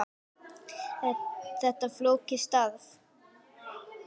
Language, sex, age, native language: Icelandic, female, 9, Icelandic